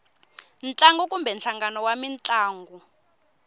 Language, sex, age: Tsonga, female, 21